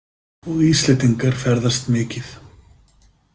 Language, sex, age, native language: Icelandic, male, 50-59, Icelandic